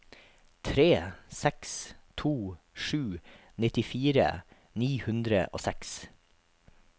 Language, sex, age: Norwegian, male, 43